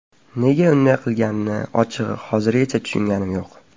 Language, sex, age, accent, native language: Uzbek, male, 12-17, Farg'ona, Uzbek